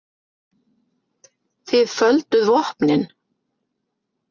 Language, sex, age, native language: Icelandic, female, 50-59, Icelandic